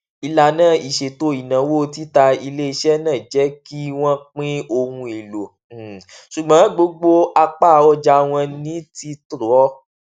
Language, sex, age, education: Yoruba, male, 15-29, tertiary